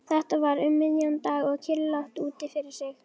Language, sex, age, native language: Icelandic, female, 11, Icelandic